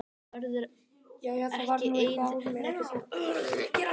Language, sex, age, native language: Icelandic, male, 12, Icelandic